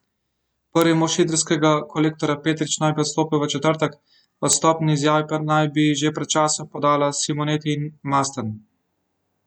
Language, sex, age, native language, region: Slovenian, male, 18-29, Slovenian, Central Slovenia